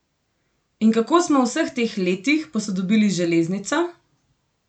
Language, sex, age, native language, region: Slovenian, female, 18-29, Slovenian, Gorenjska region